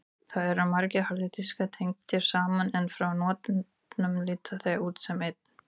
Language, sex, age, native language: Icelandic, female, 40-49, Icelandic